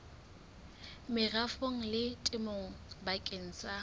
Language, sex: Southern Sotho, female